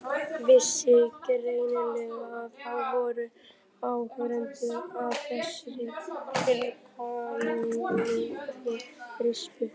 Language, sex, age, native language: Icelandic, male, 11, Icelandic